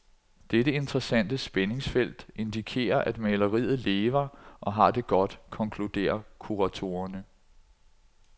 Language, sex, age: Danish, male, 46